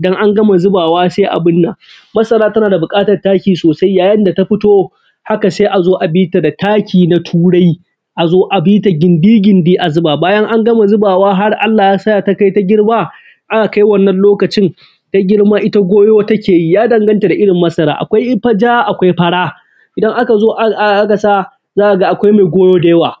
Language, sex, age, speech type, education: Hausa, male, 15-29, spontaneous, primary